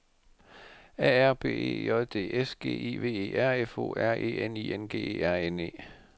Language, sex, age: Danish, male, 51